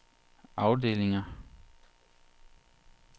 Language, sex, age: Danish, male, 40